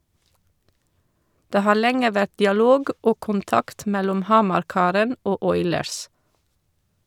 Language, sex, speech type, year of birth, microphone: Norwegian, female, read, 1978, Shure